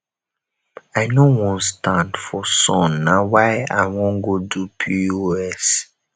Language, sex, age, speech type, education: Nigerian Pidgin, male, 15-29, spontaneous, tertiary